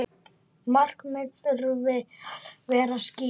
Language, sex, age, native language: Icelandic, male, 9, Icelandic